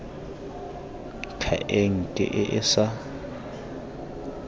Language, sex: Tswana, male